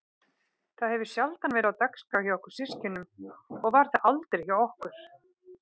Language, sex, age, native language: Icelandic, female, 30-39, Icelandic